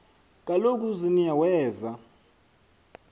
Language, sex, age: Xhosa, male, 23